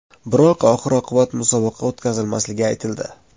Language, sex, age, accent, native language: Uzbek, male, 25-34, Surxondaryo, Uzbek